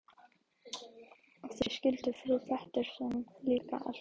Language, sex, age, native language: Icelandic, female, 12, Icelandic